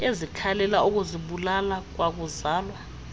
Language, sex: Xhosa, female